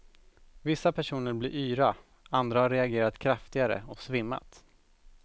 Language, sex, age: Swedish, male, 17